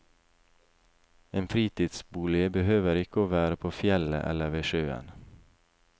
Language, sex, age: Norwegian, male, 28